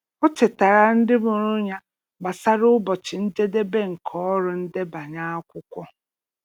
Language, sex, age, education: Igbo, female, 30-45, tertiary